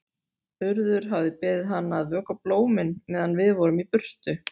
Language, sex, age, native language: Icelandic, female, 40-49, Icelandic